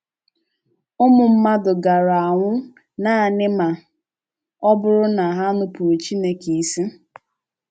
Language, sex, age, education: Igbo, female, 15-29, tertiary